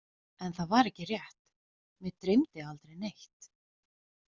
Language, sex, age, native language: Icelandic, female, 20-29, Icelandic